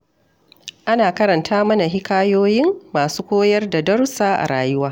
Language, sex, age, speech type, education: Hausa, female, 46-60, read, tertiary